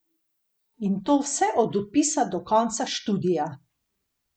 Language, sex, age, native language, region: Slovenian, female, 50-59, Slovenian, Gorenjska region